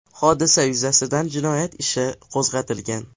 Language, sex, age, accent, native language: Uzbek, male, 12-17, Farg'ona, Uzbek